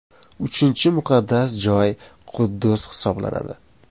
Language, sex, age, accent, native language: Uzbek, male, 25-34, Surxondaryo, Uzbek